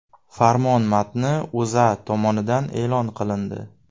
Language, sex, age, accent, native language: Uzbek, male, 18-24, Navoiy, Uzbek